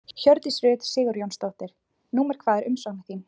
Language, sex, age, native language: Icelandic, female, 20-29, Icelandic